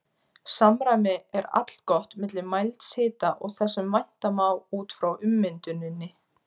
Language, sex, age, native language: Icelandic, female, 20-29, Icelandic